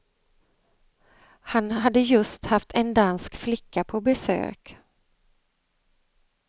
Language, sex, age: Swedish, female, 35